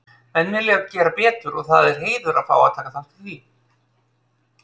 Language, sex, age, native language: Icelandic, male, 30-39, Icelandic